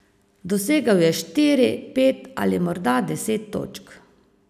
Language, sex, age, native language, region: Slovenian, female, 50-59, Slovenian, Savinja region